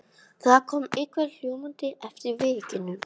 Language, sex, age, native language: Icelandic, male, 18-19, English